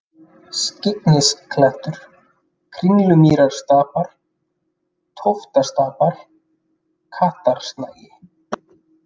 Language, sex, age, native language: Icelandic, male, 30-39, Icelandic